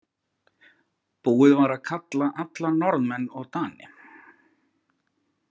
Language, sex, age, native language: Icelandic, male, 40-49, Icelandic